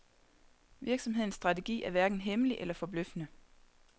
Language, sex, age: Danish, female, 30